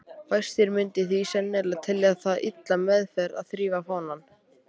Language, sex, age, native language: Icelandic, male, 18-19, Icelandic